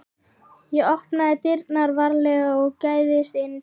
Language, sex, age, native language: Icelandic, female, 11, Icelandic